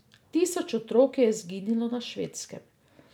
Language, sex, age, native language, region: Slovenian, female, 50-59, Slovenian, Drava region